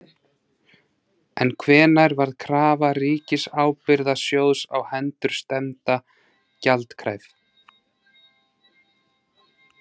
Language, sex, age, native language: Icelandic, male, 30-39, Icelandic